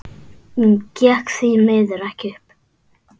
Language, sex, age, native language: Icelandic, male, 8, Icelandic